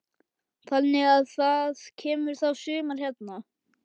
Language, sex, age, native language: Icelandic, male, 11, Icelandic